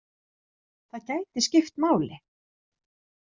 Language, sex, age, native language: Icelandic, female, 30-39, Icelandic